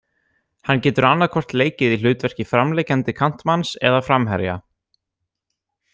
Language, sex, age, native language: Icelandic, other, 18-19, Icelandic